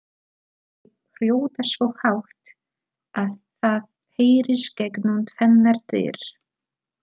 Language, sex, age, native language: Icelandic, female, 30-39, Polish